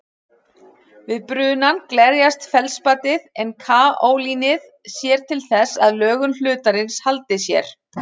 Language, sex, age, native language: Icelandic, female, 40-49, Icelandic